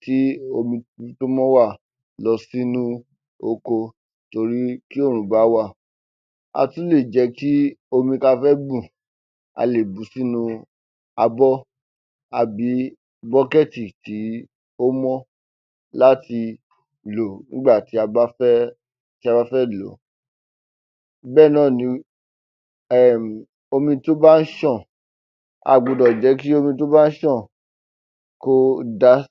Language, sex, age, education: Yoruba, male, 15-29, tertiary